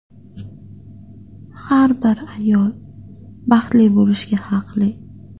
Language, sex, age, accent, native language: Uzbek, female, 18-24, Qashqadaryo, Uzbek